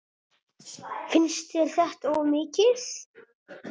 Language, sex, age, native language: Icelandic, male, 8, Italian